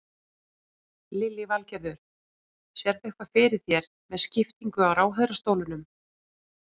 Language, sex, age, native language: Icelandic, female, 40-49, Icelandic